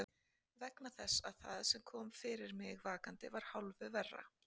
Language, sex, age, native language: Icelandic, female, 40-49, Icelandic